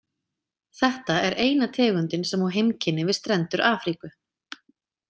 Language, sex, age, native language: Icelandic, female, 30-39, Icelandic